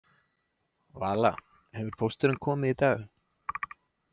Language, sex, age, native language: Icelandic, male, 20-29, Icelandic